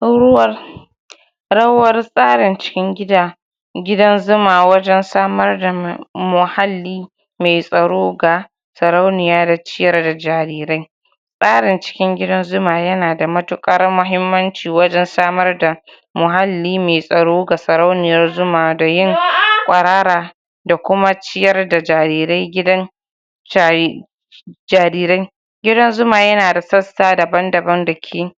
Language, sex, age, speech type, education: Hausa, female, 46-60, spontaneous, tertiary